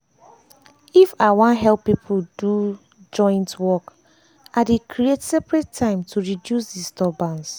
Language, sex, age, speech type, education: Nigerian Pidgin, female, 15-29, spontaneous, tertiary